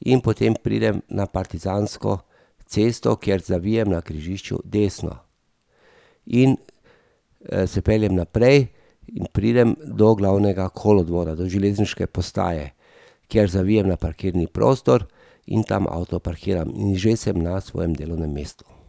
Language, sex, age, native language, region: Slovenian, male, 50-59, Slovenian, Drava region